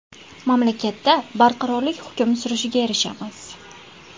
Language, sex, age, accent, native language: Uzbek, female, 19-29, Farg'ona, Uzbek